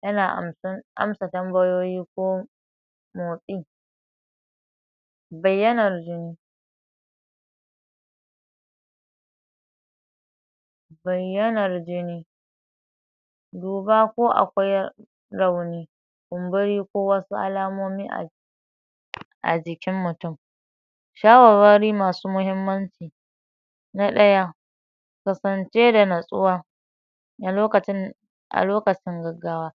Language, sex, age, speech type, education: Hausa, female, 30-45, spontaneous, tertiary